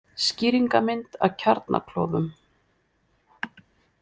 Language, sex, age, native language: Icelandic, female, 50-59, Icelandic